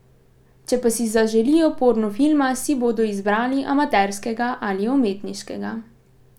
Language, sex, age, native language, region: Slovenian, female, 18-29, Slovenian, Pomurje region